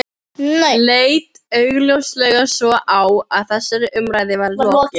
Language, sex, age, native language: Icelandic, female, 15, Filipino